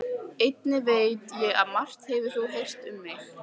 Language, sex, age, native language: Icelandic, female, 15, Icelandic